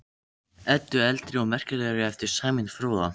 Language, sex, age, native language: Icelandic, other, 13, Icelandic